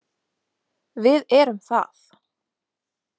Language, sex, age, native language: Icelandic, female, 20-29, Icelandic